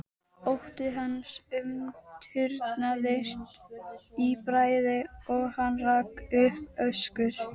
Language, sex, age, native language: Icelandic, female, 12, Icelandic